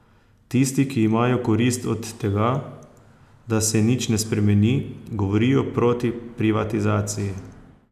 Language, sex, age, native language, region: Slovenian, male, 30-49, Slovenian, Posavska region